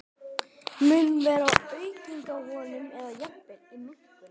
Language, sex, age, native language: Icelandic, male, 20-29, Icelandic